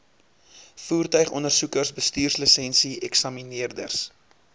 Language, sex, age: Afrikaans, male, 23